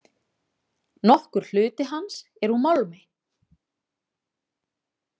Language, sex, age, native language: Icelandic, female, 40-49, Icelandic